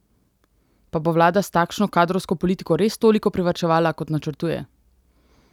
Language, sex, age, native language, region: Slovenian, female, 18-29, Slovenian, Central Slovenia